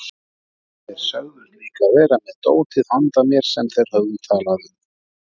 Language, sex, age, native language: Icelandic, male, 40-49, Icelandic